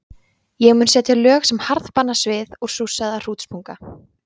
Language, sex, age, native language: Icelandic, female, 20-29, Icelandic